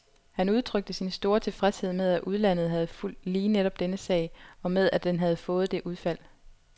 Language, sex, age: Danish, female, 25